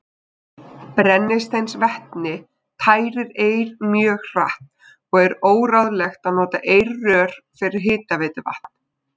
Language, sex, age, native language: Icelandic, female, 20-29, Icelandic